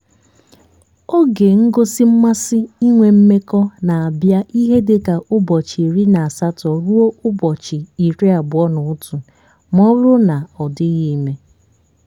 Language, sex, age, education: Igbo, female, 15-29, tertiary